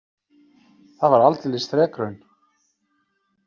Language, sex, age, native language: Icelandic, male, 40-49, Icelandic